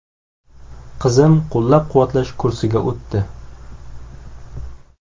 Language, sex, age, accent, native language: Uzbek, male, 18-24, Samarqand, Uzbek